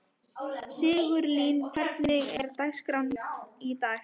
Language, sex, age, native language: Icelandic, female, 12, Icelandic